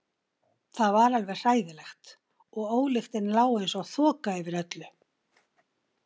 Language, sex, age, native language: Icelandic, female, 60-69, Icelandic